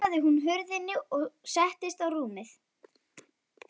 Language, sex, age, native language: Icelandic, female, 11, Icelandic